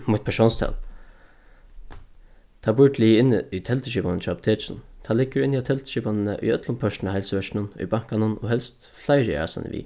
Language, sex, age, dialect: Faroese, male, 15-35, Suðurstreymoy